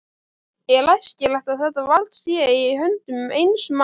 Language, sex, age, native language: Icelandic, female, 12, Icelandic